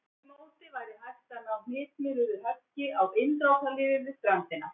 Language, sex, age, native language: Icelandic, female, 60-69, Icelandic